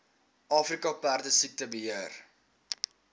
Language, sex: Afrikaans, male